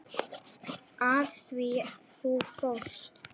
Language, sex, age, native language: Icelandic, male, 9, Icelandic